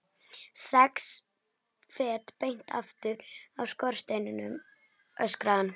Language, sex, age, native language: Icelandic, female, 11, Icelandic